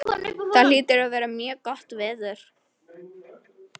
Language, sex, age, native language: Icelandic, female, 11, Icelandic